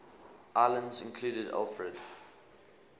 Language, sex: English, male